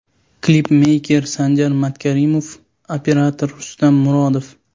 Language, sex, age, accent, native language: Uzbek, male, 18-24, Sirdaryo, Uzbek